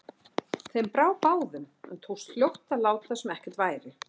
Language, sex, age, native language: Icelandic, female, 60-69, Icelandic